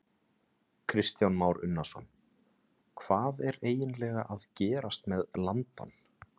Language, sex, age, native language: Icelandic, male, 30-39, Icelandic